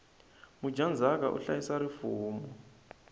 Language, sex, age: Tsonga, male, 20